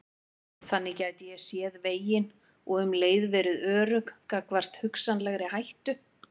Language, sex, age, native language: Icelandic, female, 50-59, Icelandic